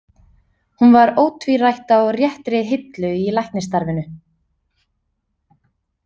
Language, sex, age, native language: Icelandic, female, 30-39, Icelandic